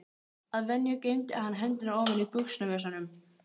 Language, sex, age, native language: Icelandic, female, 13, Icelandic